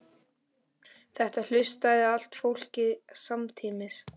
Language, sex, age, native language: Icelandic, female, 11, Icelandic